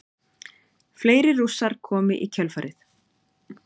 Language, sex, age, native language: Icelandic, female, 30-39, Icelandic